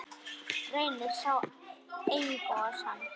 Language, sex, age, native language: Icelandic, male, 10, Icelandic